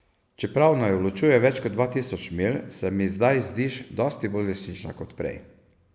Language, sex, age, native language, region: Slovenian, male, 50-59, Slovenian, Savinja region